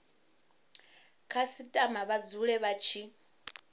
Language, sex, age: Venda, female, 34